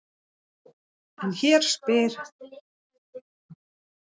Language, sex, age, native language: Icelandic, female, 40-49, Icelandic